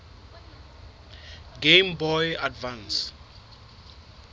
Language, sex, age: Southern Sotho, male, 26